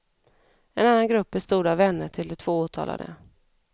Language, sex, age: Swedish, female, 34